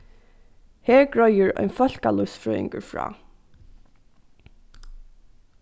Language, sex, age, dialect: Faroese, female, 15-35, Norðuroyggjar